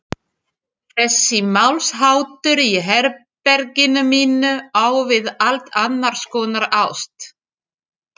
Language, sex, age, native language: Icelandic, female, 40-49, French